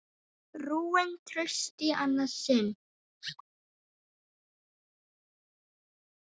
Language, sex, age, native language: Icelandic, female, 9, Icelandic